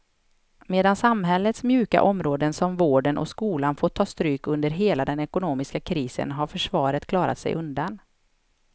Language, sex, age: Swedish, female, 31